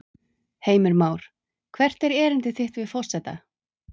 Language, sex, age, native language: Icelandic, female, 30-39, Icelandic